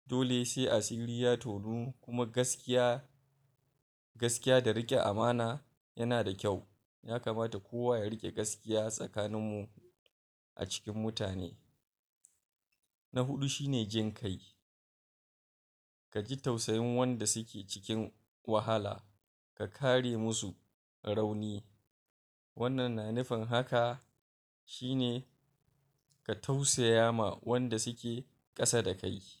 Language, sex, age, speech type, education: Hausa, male, 46-60, spontaneous, tertiary